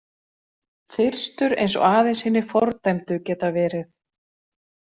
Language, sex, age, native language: Icelandic, female, 40-49, Icelandic